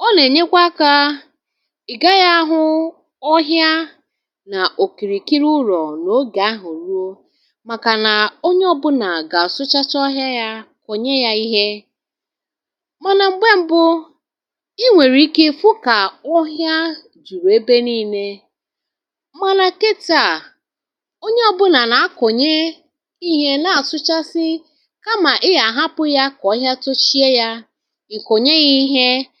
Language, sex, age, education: Igbo, female, 30-45, tertiary